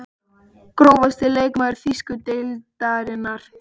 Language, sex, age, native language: Icelandic, male, 12, Icelandic